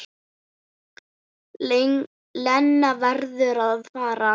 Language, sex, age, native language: Icelandic, female, 8, Icelandic